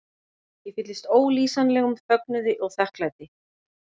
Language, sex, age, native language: Icelandic, female, 50-59, Icelandic